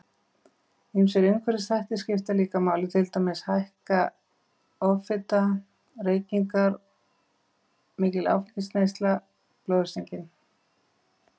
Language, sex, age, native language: Icelandic, female, 50-59, Icelandic